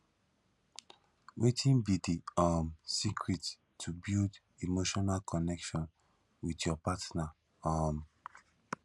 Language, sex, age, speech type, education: Nigerian Pidgin, male, 15-29, spontaneous, tertiary